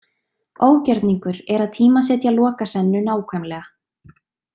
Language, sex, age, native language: Icelandic, female, 20-29, Icelandic